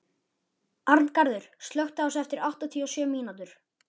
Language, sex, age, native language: Icelandic, male, 11, Icelandic